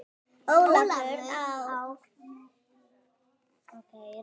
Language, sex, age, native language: Icelandic, female, 9, Icelandic